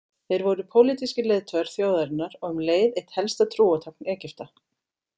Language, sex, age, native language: Icelandic, female, 40-49, Icelandic